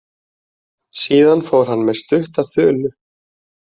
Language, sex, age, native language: Icelandic, male, 20-29, Icelandic